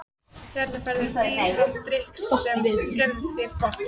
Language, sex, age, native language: Icelandic, female, 14, Icelandic